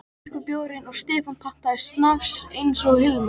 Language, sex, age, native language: Icelandic, male, 13, Icelandic